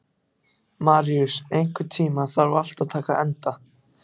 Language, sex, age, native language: Icelandic, other, 14, Icelandic